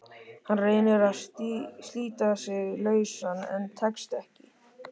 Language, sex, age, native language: Icelandic, male, 13, Icelandic